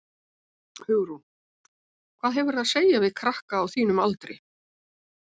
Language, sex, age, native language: Icelandic, female, 70-79, Icelandic